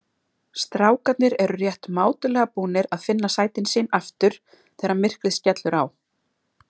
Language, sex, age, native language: Icelandic, female, 40-49, Icelandic